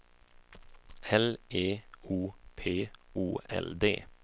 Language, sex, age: Swedish, male, 24